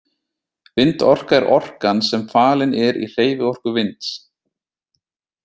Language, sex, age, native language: Icelandic, male, 30-39, Icelandic